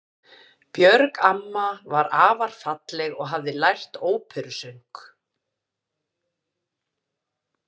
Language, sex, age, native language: Icelandic, female, 50-59, Icelandic